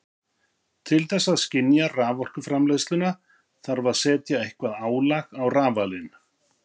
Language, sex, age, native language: Icelandic, male, 50-59, Icelandic